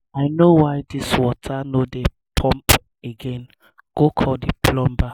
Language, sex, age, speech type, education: Nigerian Pidgin, male, 15-29, spontaneous, tertiary